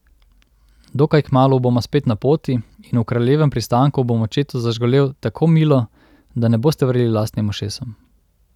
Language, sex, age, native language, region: Slovenian, male, 30-49, Slovenian, Central Slovenia